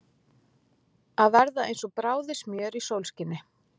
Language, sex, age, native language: Icelandic, female, 40-49, Icelandic